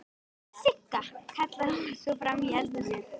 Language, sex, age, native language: Icelandic, female, 13, Icelandic